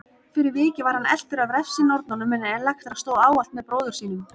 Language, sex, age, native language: Icelandic, female, 30-39, Icelandic